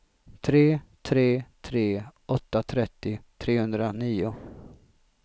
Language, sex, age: Swedish, male, 33